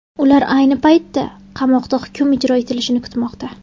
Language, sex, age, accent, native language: Uzbek, female, 19-29, Samarqand, Uzbek